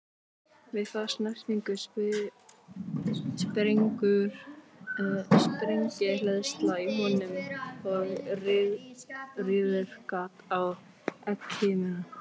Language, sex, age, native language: Icelandic, other, 18-19, Icelandic